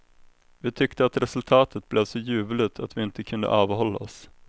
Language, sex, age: Swedish, male, 21